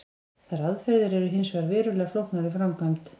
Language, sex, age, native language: Icelandic, female, 20-29, Icelandic